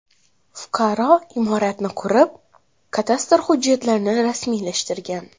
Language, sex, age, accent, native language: Uzbek, female, 12-17, Xorazm, Uzbek